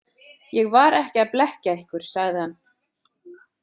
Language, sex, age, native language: Icelandic, female, 40-49, Icelandic